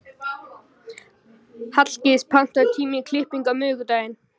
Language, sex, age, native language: Icelandic, male, 11, Icelandic